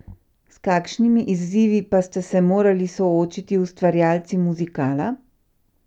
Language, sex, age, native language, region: Slovenian, female, 50-59, Slovenian, Central Slovenia